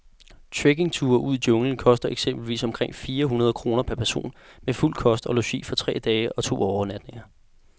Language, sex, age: Danish, male, 18